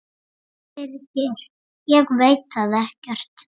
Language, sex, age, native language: Icelandic, female, 7, Icelandic